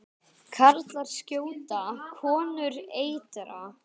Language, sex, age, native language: Icelandic, male, 10, Icelandic